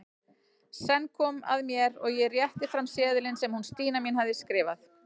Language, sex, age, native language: Icelandic, female, 40-49, Icelandic